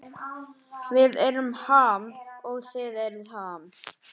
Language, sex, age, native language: Icelandic, male, 18-19, Icelandic